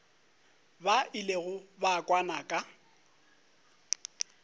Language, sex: Northern Sotho, male